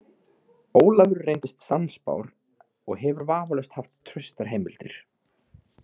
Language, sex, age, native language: Icelandic, male, 30-39, Icelandic